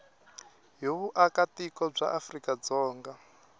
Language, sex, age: Tsonga, male, 21